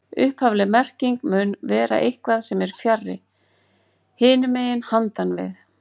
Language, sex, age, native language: Icelandic, female, 40-49, Icelandic